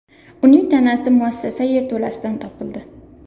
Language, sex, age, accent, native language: Uzbek, female, under 19, Namangan, Uzbek